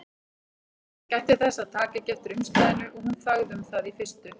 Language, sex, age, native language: Icelandic, female, 40-49, Icelandic